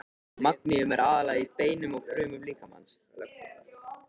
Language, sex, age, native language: Icelandic, male, 13, Icelandic